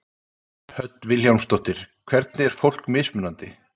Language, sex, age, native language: Icelandic, male, 30-39, Icelandic